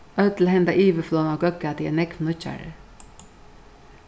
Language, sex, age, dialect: Faroese, female, 61+, Suðurstreymoy